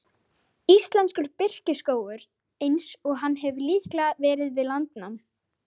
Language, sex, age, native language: Icelandic, female, 12, Icelandic